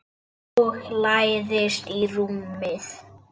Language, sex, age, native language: Icelandic, male, 8, Icelandic